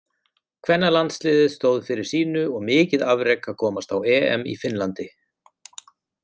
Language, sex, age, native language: Icelandic, male, 40-49, Icelandic